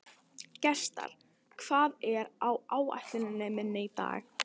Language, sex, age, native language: Icelandic, female, 14, Italian